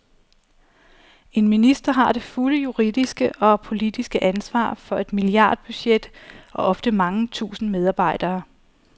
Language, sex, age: Danish, female, 34